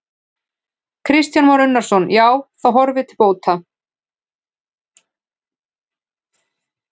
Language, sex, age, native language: Icelandic, female, 15, Icelandic